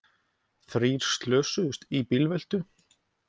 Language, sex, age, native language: Icelandic, male, 20-29, Icelandic